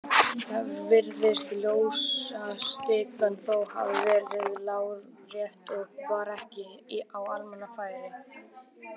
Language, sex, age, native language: Icelandic, male, 18-19, Icelandic